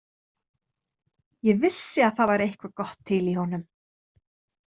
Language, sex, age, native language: Icelandic, female, 30-39, Icelandic